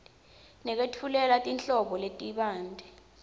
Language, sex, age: Swati, female, 20